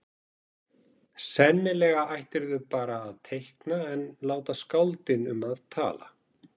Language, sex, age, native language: Icelandic, male, 40-49, Icelandic